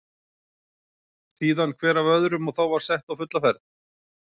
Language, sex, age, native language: Icelandic, male, 40-49, Icelandic